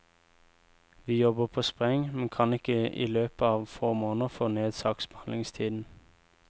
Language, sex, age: Norwegian, male, 24